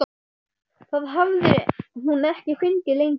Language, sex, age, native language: Icelandic, male, 12, Icelandic